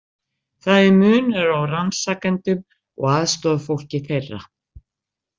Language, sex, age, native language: Icelandic, female, 60-69, Icelandic